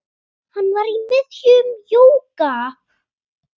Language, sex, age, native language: Icelandic, female, 8, Icelandic